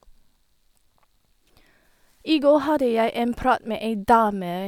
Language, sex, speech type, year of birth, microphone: Norwegian, female, spontaneous, 1978, Sennheiser